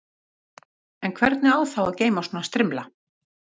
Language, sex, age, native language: Icelandic, female, 50-59, Icelandic